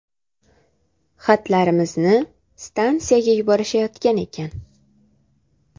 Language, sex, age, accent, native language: Uzbek, female, 18-24, Andijon, Uzbek